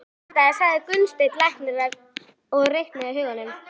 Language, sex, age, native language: Icelandic, female, 11, Icelandic